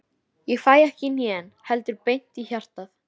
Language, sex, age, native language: Icelandic, female, 13, Icelandic